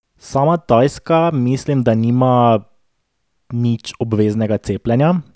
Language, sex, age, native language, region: Slovenian, male, 18-29, Slovenian, Drava region